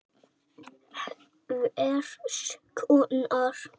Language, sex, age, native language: Icelandic, male, 6, Icelandic